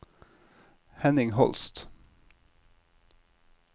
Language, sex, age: Norwegian, male, 36